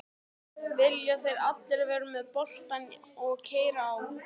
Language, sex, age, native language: Icelandic, male, 12, Icelandic